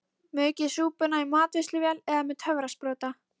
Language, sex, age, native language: Icelandic, female, 13, Icelandic